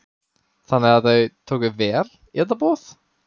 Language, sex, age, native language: Icelandic, male, 18-19, Icelandic